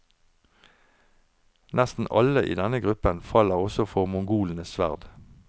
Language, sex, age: Norwegian, male, 49